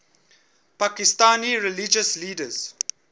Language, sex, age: English, male, 21